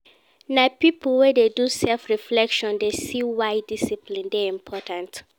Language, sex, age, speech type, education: Nigerian Pidgin, female, 15-29, read, secondary